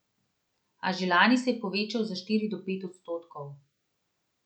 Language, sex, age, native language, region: Slovenian, female, 30-49, Slovenian, Central Slovenia